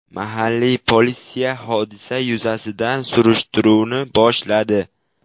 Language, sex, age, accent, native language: Uzbek, male, 12-17, Qashqadaryo, Uzbek